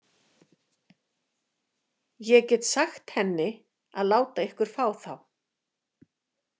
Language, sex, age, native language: Icelandic, female, 50-59, Icelandic